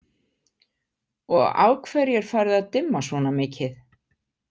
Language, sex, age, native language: Icelandic, female, 50-59, Icelandic